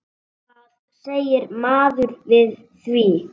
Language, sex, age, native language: Icelandic, female, 7, Icelandic